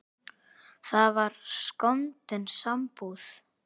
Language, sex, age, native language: Icelandic, male, 8, Icelandic